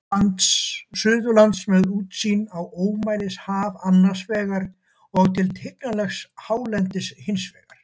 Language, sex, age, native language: Icelandic, male, 70-79, Icelandic